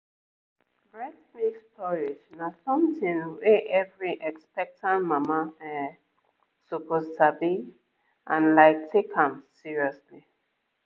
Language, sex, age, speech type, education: Nigerian Pidgin, female, 15-29, spontaneous, tertiary